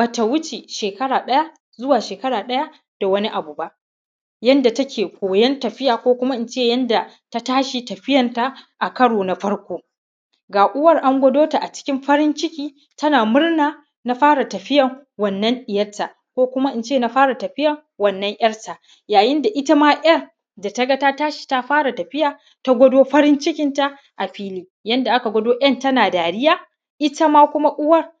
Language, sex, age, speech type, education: Hausa, male, 30-45, spontaneous, primary